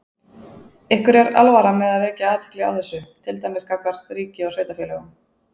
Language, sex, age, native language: Icelandic, female, 20-29, Icelandic